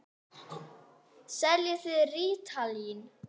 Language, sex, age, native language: Icelandic, female, 9, Icelandic